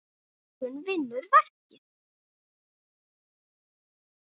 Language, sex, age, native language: Icelandic, male, 8, Icelandic